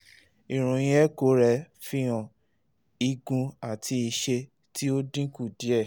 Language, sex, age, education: Yoruba, male, 30-45, tertiary